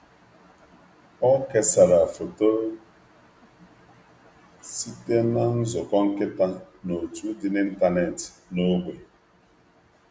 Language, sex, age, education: Igbo, male, 30-45, tertiary